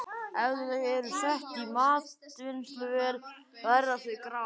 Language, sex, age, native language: Icelandic, male, 11, Icelandic